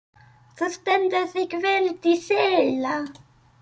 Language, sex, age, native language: Icelandic, female, 30-39, English